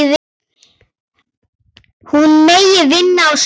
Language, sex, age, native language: Icelandic, female, 8, Icelandic